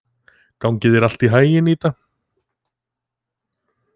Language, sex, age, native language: Icelandic, male, 20-29, Icelandic